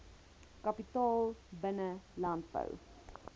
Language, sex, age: Afrikaans, female, 20